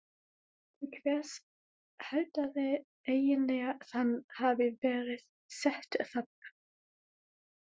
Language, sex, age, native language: Icelandic, female, 20-29, German